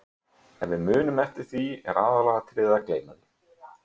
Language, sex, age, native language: Icelandic, male, 30-39, Icelandic